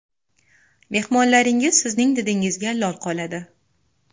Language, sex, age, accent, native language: Uzbek, female, under 19, Andijon, Uzbek